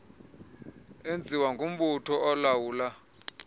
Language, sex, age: Xhosa, male, 24